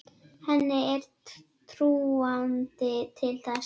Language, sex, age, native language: Icelandic, female, 10, Icelandic